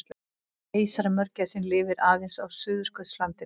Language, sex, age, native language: Icelandic, female, 60-69, Icelandic